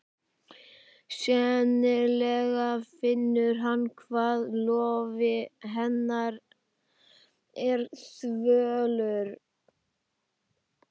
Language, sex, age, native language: Icelandic, male, 12, Icelandic